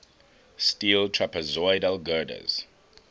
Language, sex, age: English, male, 21